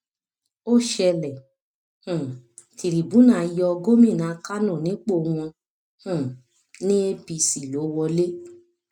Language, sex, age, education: Yoruba, female, 30-45, tertiary